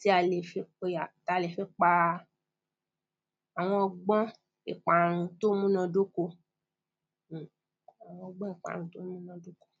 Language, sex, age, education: Yoruba, female, 30-45, primary